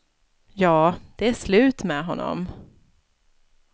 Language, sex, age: Swedish, female, 36